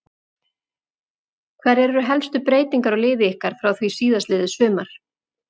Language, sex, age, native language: Icelandic, female, 40-49, Icelandic